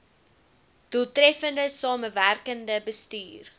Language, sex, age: Afrikaans, female, 19